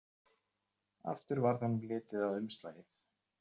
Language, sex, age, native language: Icelandic, male, 30-39, Icelandic